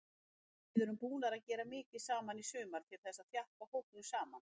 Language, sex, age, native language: Icelandic, female, 50-59, Icelandic